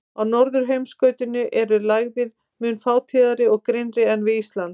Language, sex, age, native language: Icelandic, female, 50-59, Icelandic